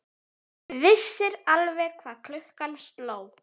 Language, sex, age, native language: Icelandic, female, 10, Icelandic